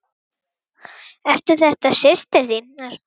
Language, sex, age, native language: Icelandic, female, 8, Icelandic